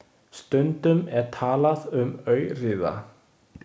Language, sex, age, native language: Icelandic, male, 20-29, Chinese